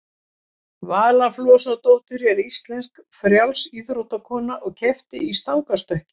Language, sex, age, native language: Icelandic, female, 70-79, Icelandic